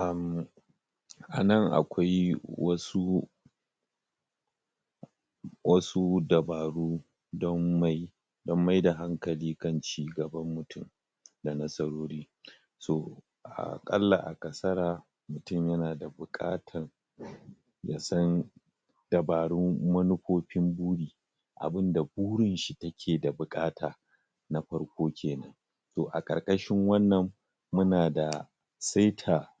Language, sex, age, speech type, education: Hausa, male, 30-45, spontaneous, tertiary